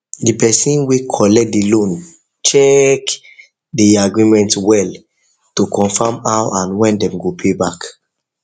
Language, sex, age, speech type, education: Nigerian Pidgin, male, 15-29, spontaneous, tertiary